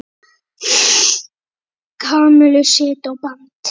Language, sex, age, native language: Icelandic, male, 8, Icelandic